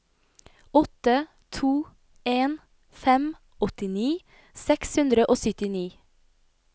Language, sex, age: Norwegian, female, 25